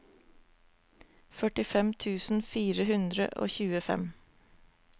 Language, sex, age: Norwegian, female, 24